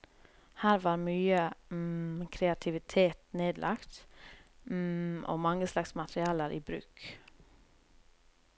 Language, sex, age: Norwegian, female, 30